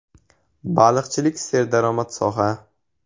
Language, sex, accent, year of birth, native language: Uzbek, male, Jizzax, 2004, Uzbek